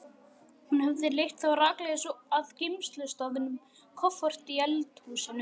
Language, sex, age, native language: Icelandic, male, 11, Icelandic